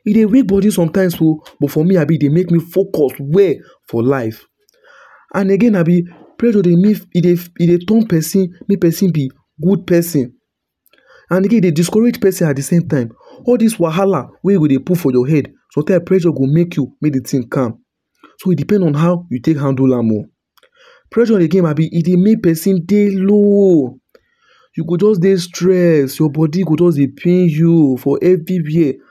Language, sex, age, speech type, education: Nigerian Pidgin, male, 15-29, spontaneous, tertiary